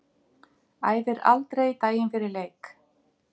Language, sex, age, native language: Icelandic, female, 50-59, Icelandic